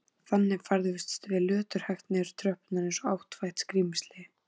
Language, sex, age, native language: Icelandic, female, 14, Icelandic